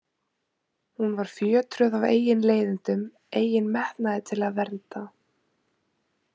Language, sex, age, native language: Icelandic, female, 20-29, Icelandic